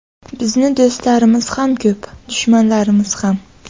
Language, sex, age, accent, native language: Uzbek, female, 18-24, Buxoro, Uzbek